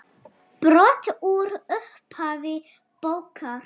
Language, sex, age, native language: Icelandic, female, 9, Icelandic